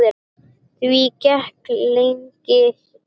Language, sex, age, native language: Icelandic, male, 10, Icelandic